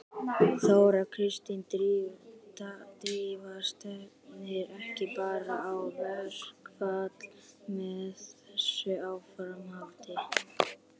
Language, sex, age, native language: Icelandic, female, 60-69, Icelandic